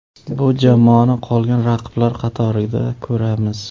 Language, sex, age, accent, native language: Uzbek, male, 35+, Samarqand, Uzbek